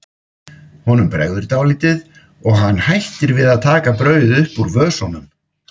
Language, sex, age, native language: Icelandic, male, 50-59, Icelandic